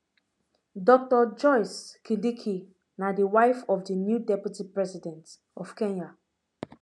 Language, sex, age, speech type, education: Nigerian Pidgin, female, 15-29, spontaneous, tertiary